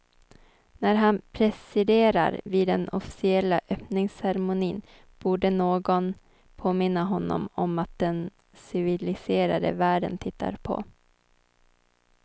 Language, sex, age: Swedish, female, 23